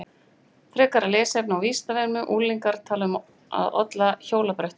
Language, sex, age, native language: Icelandic, female, 18-19, Icelandic